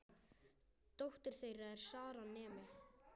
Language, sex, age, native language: Icelandic, male, 9, Icelandic